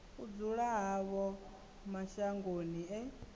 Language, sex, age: Venda, female, 19